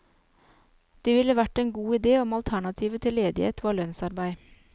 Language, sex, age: Norwegian, female, 29